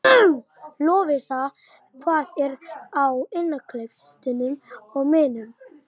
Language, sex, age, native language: Icelandic, male, 11, Icelandic